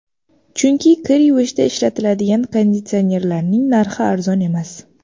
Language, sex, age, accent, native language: Uzbek, female, under 19, Toshkent shahri, Uzbek